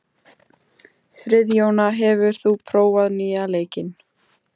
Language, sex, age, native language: Icelandic, female, 18-19, Icelandic